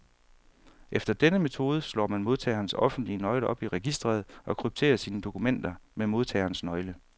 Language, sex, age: Danish, male, 31